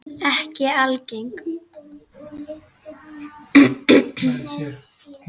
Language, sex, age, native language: Icelandic, female, 10, Icelandic